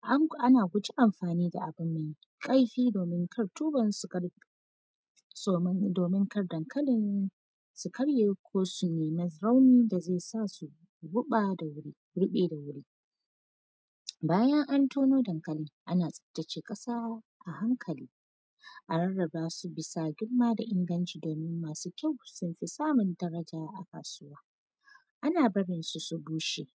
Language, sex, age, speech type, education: Hausa, female, 15-29, spontaneous, tertiary